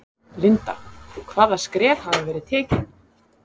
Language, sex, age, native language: Icelandic, female, 30-39, Icelandic